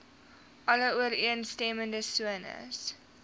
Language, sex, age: Afrikaans, female, 19